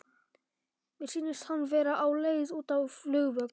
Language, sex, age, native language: Icelandic, male, 11, Polish